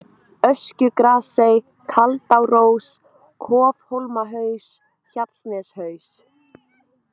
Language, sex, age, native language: Icelandic, female, 20-29, Icelandic